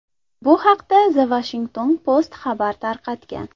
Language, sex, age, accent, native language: Uzbek, female, 19-29, Andijon, Uzbek